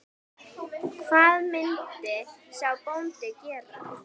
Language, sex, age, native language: Icelandic, female, 10, Icelandic